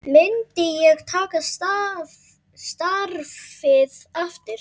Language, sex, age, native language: Icelandic, male, 8, Icelandic